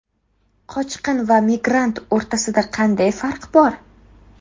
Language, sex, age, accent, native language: Uzbek, female, 18-24, Qashqadaryo, Uzbek